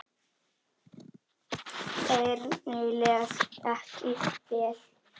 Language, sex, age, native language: Icelandic, female, 6, Icelandic